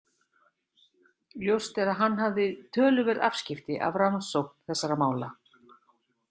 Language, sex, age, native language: Icelandic, female, 60-69, Icelandic